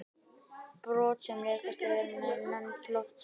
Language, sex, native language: Icelandic, male, Icelandic